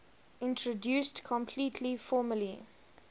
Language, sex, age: English, female, 20